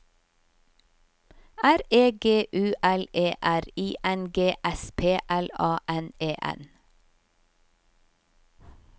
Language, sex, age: Norwegian, female, 50